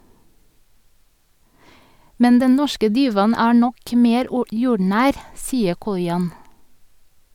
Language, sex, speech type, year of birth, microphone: Norwegian, female, read, 1982, Sennheiser